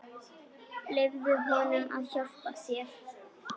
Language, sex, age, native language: Icelandic, female, 10, Icelandic